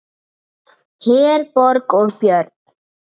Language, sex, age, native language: Icelandic, male, 7, Icelandic